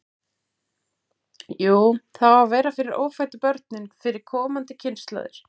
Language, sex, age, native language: Icelandic, female, 40-49, Icelandic